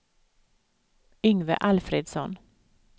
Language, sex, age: Swedish, female, 55